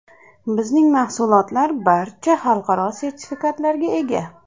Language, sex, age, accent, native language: Uzbek, female, 25-34, Andijon, Uzbek